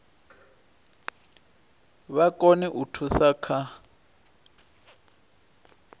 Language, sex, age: Venda, male, 23